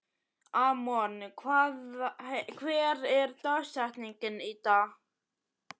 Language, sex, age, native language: Icelandic, male, 11, Icelandic